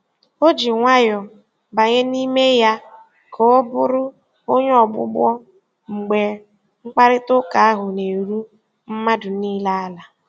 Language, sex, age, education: Igbo, female, 15-29, secondary